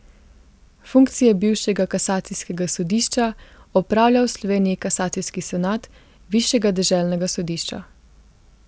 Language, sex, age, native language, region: Slovenian, female, 18-29, Slovenian, Gorica region